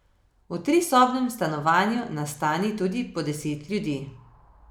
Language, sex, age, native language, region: Slovenian, female, 30-49, Slovenian, Savinja region